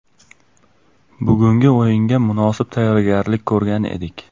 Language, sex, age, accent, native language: Uzbek, male, 18-24, Namangan, Uzbek